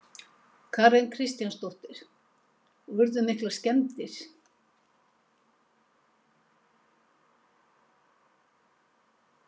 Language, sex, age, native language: Icelandic, female, 70-79, Icelandic